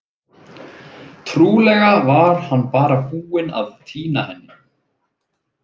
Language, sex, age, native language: Icelandic, male, 30-39, Icelandic